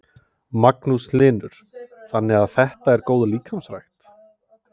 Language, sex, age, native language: Icelandic, male, 30-39, Icelandic